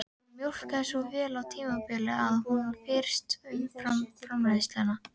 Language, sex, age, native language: Icelandic, female, 12, Icelandic